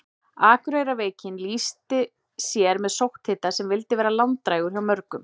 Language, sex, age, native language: Icelandic, female, 40-49, Icelandic